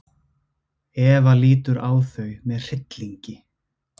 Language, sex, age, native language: Icelandic, male, 20-29, Icelandic